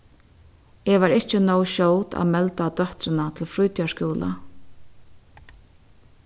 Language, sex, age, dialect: Faroese, female, 36-60, Suðurstreymoy